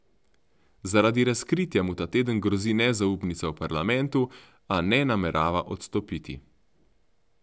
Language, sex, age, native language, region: Slovenian, male, 30-49, Slovenian, Central Slovenia